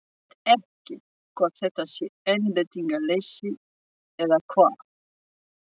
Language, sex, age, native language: Icelandic, female, 60-69, French